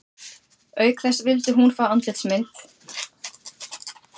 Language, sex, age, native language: Icelandic, female, 40-49, Icelandic